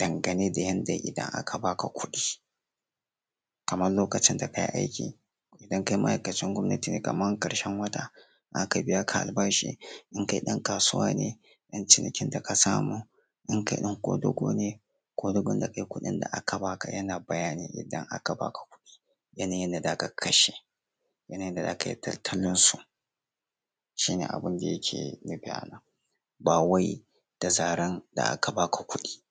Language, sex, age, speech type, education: Hausa, male, 15-29, spontaneous, secondary